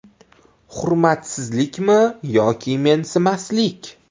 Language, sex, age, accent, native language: Uzbek, male, 18-24, Toshkent viloyati, Uzbek